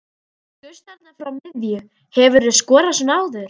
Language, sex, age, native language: Icelandic, female, 12, Icelandic